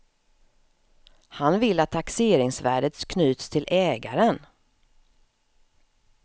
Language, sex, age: Swedish, female, 54